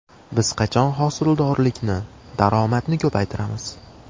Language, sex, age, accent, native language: Uzbek, male, 18-24, Farg'ona, Uzbek